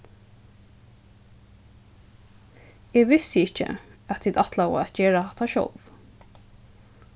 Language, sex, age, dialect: Faroese, female, 15-35, Suðurstreymoy